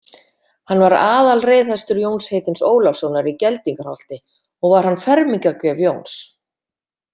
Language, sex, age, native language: Icelandic, female, 50-59, Icelandic